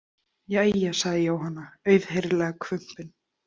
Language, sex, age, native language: Icelandic, female, 18-19, Icelandic